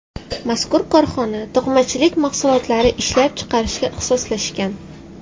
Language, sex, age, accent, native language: Uzbek, female, 12-17, Toshkent shahri, Uzbek